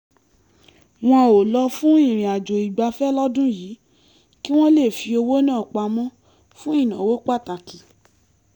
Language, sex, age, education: Yoruba, female, 15-29, tertiary